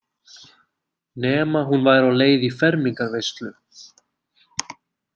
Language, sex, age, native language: Icelandic, male, 20-29, Icelandic